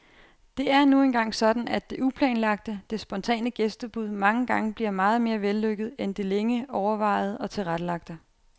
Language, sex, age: Danish, female, 28